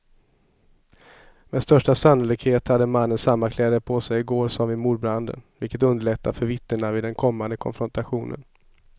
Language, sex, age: Swedish, male, 27